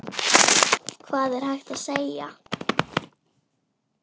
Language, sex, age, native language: Icelandic, female, 10, Icelandic